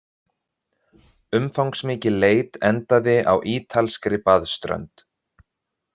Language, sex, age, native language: Icelandic, male, 30-39, Icelandic